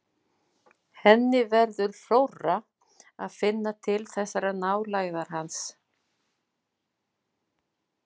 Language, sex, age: Icelandic, female, 60-69